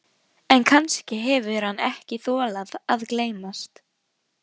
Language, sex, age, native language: Icelandic, female, 12, Icelandic